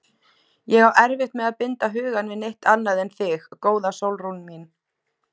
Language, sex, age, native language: Icelandic, female, 20-29, Icelandic